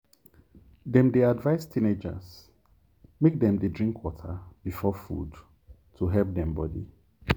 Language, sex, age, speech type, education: Nigerian Pidgin, male, 30-45, spontaneous, tertiary